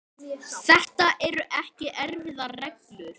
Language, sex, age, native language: Icelandic, male, 10, Icelandic